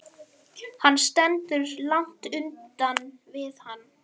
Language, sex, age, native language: Icelandic, male, 11, Icelandic